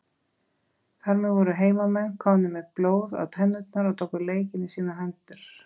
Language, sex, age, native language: Icelandic, female, 20-29, Icelandic